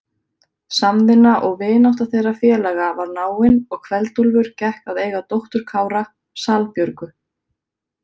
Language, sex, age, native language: Icelandic, female, 30-39, Icelandic